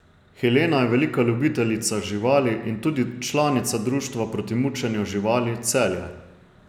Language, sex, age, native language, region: Slovenian, male, 30-49, Slovenian, Savinja region